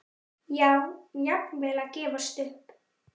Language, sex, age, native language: Icelandic, male, 9, Icelandic